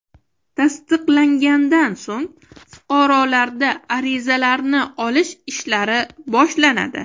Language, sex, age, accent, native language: Uzbek, female, 25-34, Toshkent shahri, Uzbek